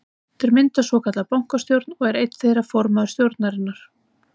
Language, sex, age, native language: Icelandic, female, 30-39, Icelandic